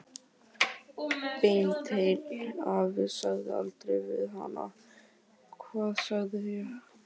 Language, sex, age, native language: Icelandic, male, 12, Icelandic